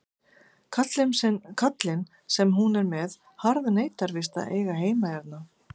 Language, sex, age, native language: Icelandic, female, 50-59, Icelandic